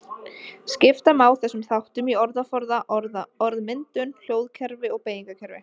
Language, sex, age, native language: Icelandic, female, 20-29, Icelandic